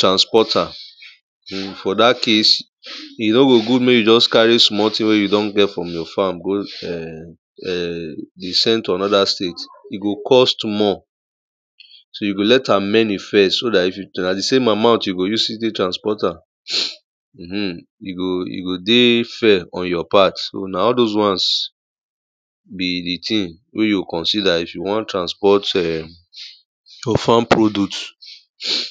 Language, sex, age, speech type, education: Nigerian Pidgin, male, 30-45, spontaneous, primary